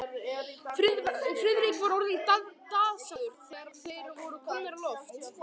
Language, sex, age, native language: Icelandic, male, 11, Icelandic